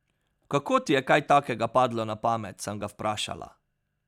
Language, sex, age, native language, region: Slovenian, male, 30-49, Slovenian, Pomurje region